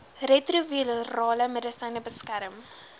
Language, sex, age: Afrikaans, female, 20